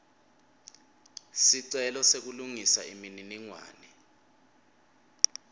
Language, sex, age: Swati, male, 23